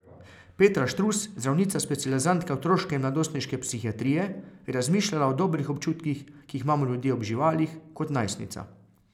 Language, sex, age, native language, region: Slovenian, male, 30-49, Slovenian, Carinthia region